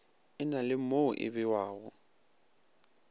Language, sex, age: Northern Sotho, male, 22